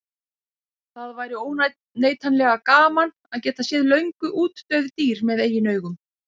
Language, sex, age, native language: Icelandic, female, 50-59, Icelandic